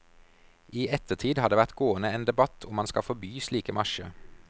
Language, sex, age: Norwegian, male, 32